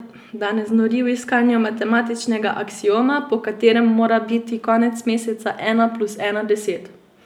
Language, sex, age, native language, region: Slovenian, female, 18-29, Slovenian, Savinja region